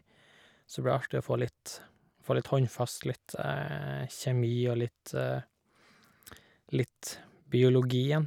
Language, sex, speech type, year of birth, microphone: Norwegian, male, spontaneous, 1988, Shure